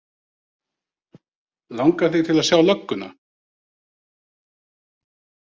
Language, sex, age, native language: Icelandic, male, 30-39, Icelandic